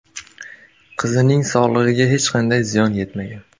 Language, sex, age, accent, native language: Uzbek, male, 18-24, Surxondaryo, Uzbek